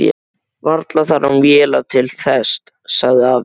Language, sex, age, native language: Icelandic, male, 12, Icelandic